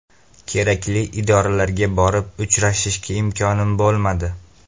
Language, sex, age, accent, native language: Uzbek, male, 18-24, Farg'ona, Uzbek